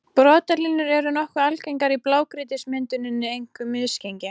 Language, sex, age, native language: Icelandic, female, 14, Icelandic